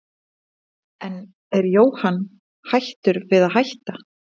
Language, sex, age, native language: Icelandic, female, 30-39, Icelandic